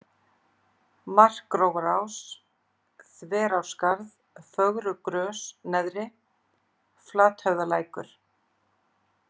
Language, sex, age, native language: Icelandic, female, 40-49, Icelandic